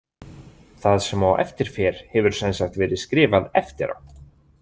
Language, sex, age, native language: Icelandic, male, 20-29, Icelandic